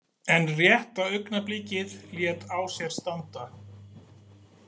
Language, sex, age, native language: Icelandic, male, 40-49, Icelandic